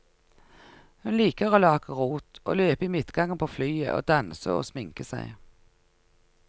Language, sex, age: Norwegian, female, 49